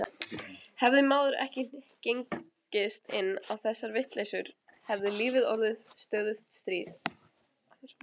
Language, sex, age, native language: Icelandic, other, 20-29, Icelandic